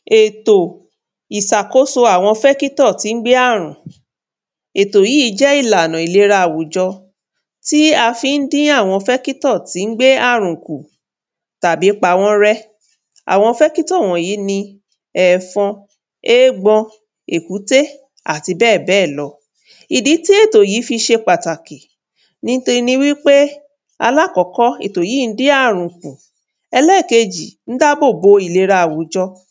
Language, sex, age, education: Yoruba, female, 30-45, tertiary